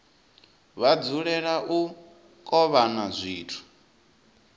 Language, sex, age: Venda, male, 19